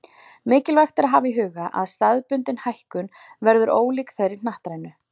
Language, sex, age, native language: Icelandic, female, 40-49, Icelandic